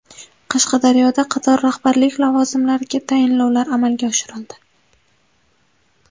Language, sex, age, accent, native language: Uzbek, female, 18-24, Sirdaryo, Uzbek